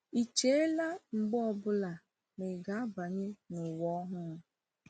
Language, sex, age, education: Igbo, female, 15-29, tertiary